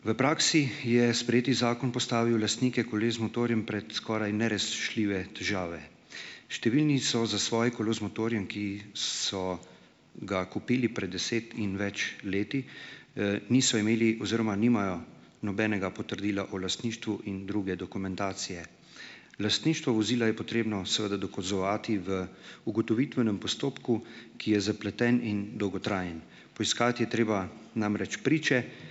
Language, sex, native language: Slovenian, male, Slovenian